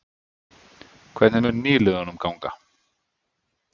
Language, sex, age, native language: Icelandic, male, 50-59, Icelandic